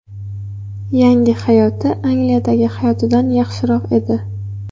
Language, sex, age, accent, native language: Uzbek, female, 18-24, Qashqadaryo, Uzbek